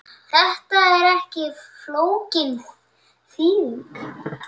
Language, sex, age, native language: Icelandic, male, 7, Icelandic